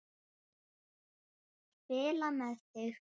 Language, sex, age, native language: Icelandic, male, 9, Icelandic